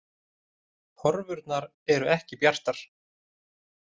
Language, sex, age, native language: Icelandic, male, 30-39, Icelandic